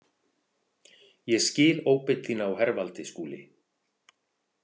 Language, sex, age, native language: Icelandic, male, 40-49, Icelandic